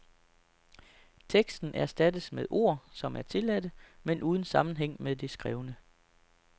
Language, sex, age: Danish, male, 33